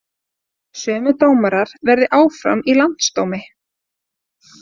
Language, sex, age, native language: Icelandic, female, 30-39, Icelandic